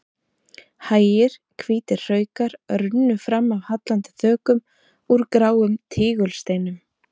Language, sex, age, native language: Icelandic, female, 30-39, Icelandic